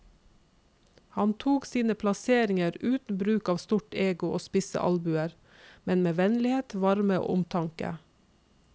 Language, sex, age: Norwegian, female, 46